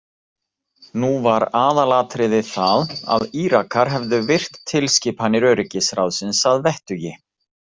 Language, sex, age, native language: Icelandic, male, 40-49, Icelandic